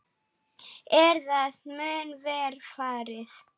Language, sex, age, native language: Icelandic, male, 8, Icelandic